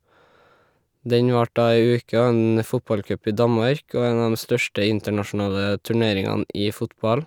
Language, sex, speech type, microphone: Norwegian, male, spontaneous, Shure